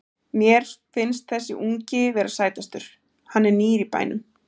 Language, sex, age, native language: Icelandic, female, 40-49, Icelandic